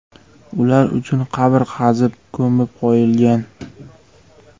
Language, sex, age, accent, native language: Uzbek, male, 18-24, Jizzax, Uzbek